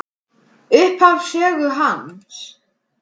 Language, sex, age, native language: Icelandic, male, 10, Icelandic